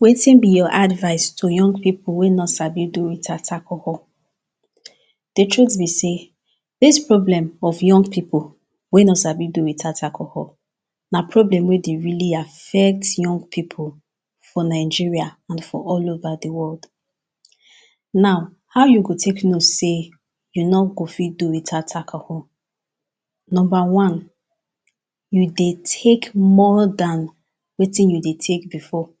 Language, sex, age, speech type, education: Nigerian Pidgin, female, 15-29, spontaneous, tertiary